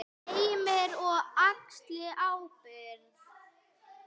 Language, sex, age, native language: Icelandic, female, 6, Icelandic